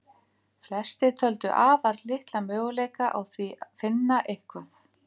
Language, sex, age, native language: Icelandic, female, 50-59, Icelandic